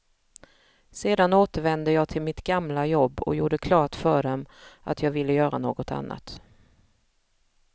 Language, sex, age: Swedish, female, 45